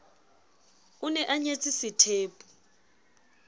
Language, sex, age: Southern Sotho, female, 29